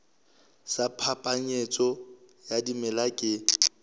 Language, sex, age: Southern Sotho, male, 26